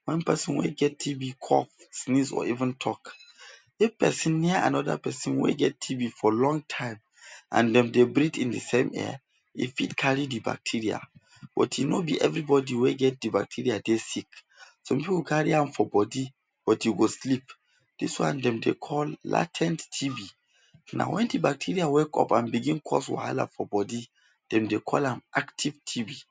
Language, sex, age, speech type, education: Nigerian Pidgin, male, 15-29, spontaneous, tertiary